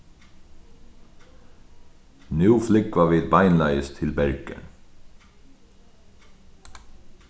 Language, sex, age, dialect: Faroese, male, 36-60, Sandoy